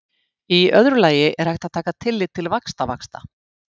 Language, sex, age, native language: Icelandic, female, 50-59, Icelandic